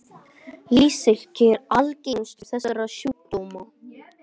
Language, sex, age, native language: Icelandic, male, 20-29, Icelandic